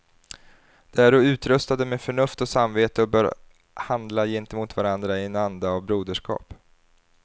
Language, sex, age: Swedish, male, 30